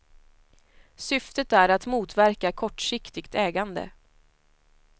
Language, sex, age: Swedish, female, 25